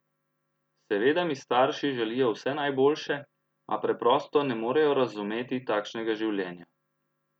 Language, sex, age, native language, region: Slovenian, male, 30-49, Slovenian, Central Slovenia